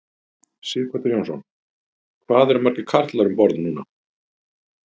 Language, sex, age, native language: Icelandic, male, 50-59, Icelandic